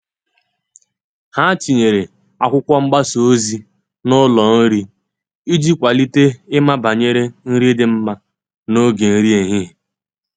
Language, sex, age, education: Igbo, male, 15-29, tertiary